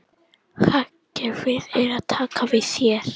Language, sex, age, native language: Icelandic, female, 18-19, Icelandic